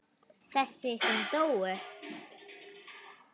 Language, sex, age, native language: Icelandic, female, 9, Icelandic